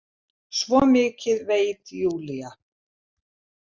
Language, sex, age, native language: Icelandic, female, 70-79, Icelandic